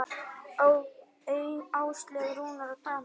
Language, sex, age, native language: Icelandic, female, 9, Icelandic